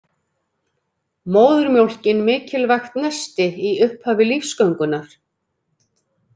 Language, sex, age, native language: Icelandic, female, 50-59, Icelandic